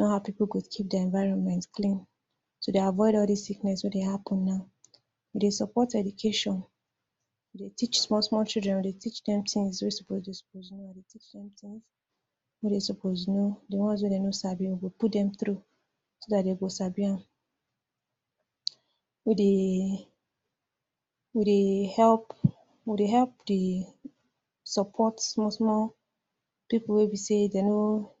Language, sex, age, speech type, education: Nigerian Pidgin, female, 46-60, spontaneous, tertiary